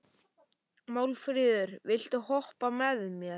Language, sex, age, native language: Icelandic, male, 11, Icelandic